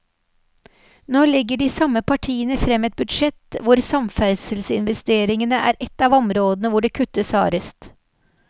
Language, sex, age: Norwegian, female, 46